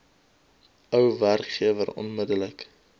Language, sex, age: Afrikaans, male, 22